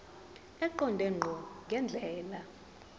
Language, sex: Zulu, female